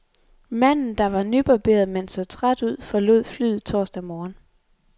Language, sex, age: Danish, female, 23